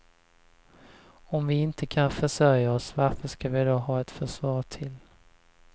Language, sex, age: Swedish, male, 20